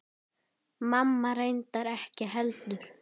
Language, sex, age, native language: Icelandic, female, 10, Icelandic